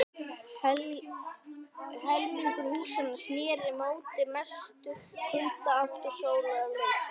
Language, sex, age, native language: Icelandic, female, 11, Icelandic